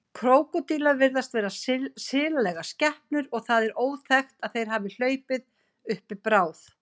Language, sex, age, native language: Icelandic, female, 50-59, Icelandic